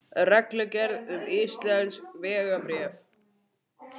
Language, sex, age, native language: Icelandic, male, 18-19, Icelandic